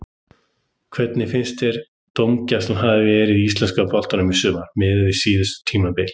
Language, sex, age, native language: Icelandic, male, 30-39, Icelandic